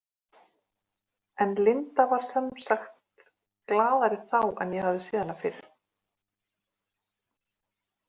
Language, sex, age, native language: Icelandic, female, 40-49, Icelandic